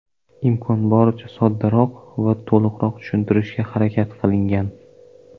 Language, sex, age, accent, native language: Uzbek, male, 18-24, Surxondaryo, Uzbek